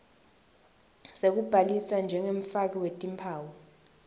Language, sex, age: Swati, female, 19